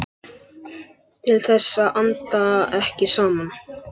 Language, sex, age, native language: Icelandic, male, 11, Icelandic